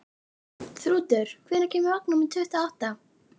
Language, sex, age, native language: Icelandic, female, 11, Icelandic